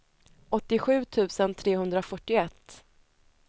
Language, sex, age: Swedish, female, 30